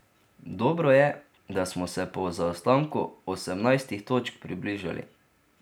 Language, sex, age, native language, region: Slovenian, male, 30-49, Slovenian, Drava region